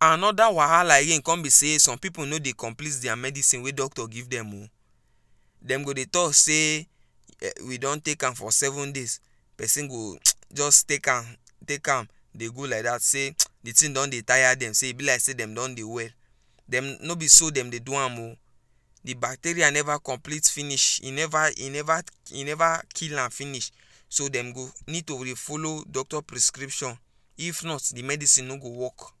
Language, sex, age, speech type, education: Nigerian Pidgin, female, 15-29, spontaneous, tertiary